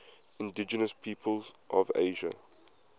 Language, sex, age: English, male, 22